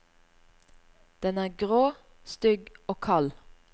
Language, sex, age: Norwegian, female, 38